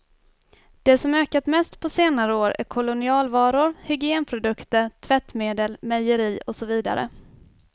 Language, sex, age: Swedish, female, 24